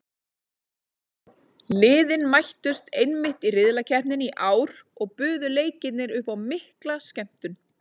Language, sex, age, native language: Icelandic, female, 30-39, Icelandic